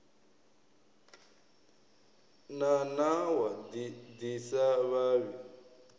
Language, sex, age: Venda, male, 23